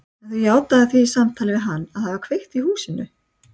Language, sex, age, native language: Icelandic, female, 60-69, Icelandic